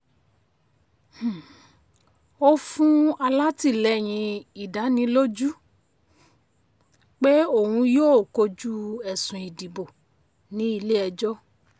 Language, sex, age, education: Yoruba, female, 30-45, tertiary